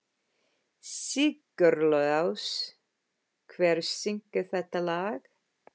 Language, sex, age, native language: Icelandic, female, 50-59, English